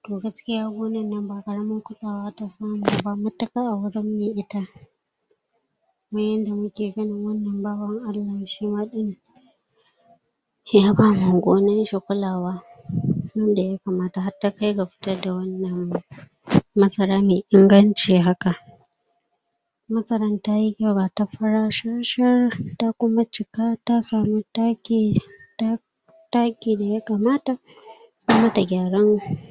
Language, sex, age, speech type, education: Hausa, female, 46-60, spontaneous, tertiary